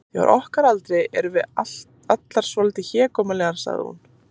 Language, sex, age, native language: Icelandic, female, 30-39, Icelandic